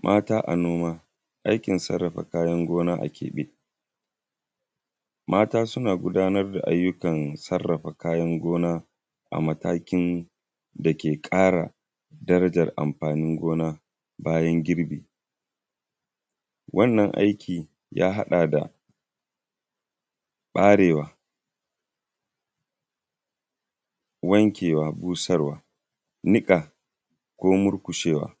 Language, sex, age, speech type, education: Hausa, male, 15-29, spontaneous, primary